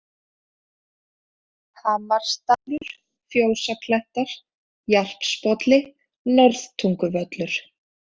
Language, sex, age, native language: Icelandic, female, 40-49, Icelandic